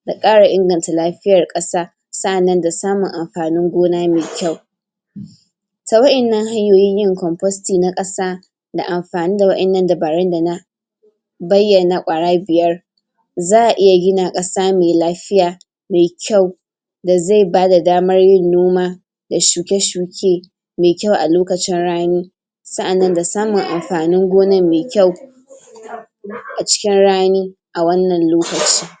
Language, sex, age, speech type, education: Hausa, female, 46-60, spontaneous, tertiary